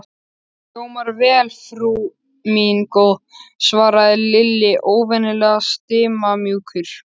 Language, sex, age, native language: Icelandic, male, 13, Icelandic